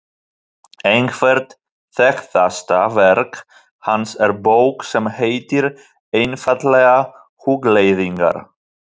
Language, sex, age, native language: Icelandic, male, 40-49, Polish